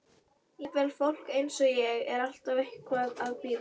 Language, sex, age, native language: Icelandic, female, 11, Icelandic